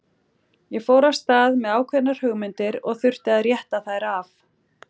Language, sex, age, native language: Icelandic, female, 40-49, Icelandic